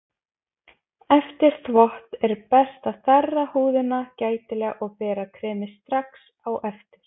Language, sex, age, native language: Icelandic, female, 20-29, Icelandic